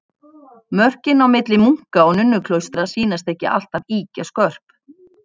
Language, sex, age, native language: Icelandic, female, 50-59, Icelandic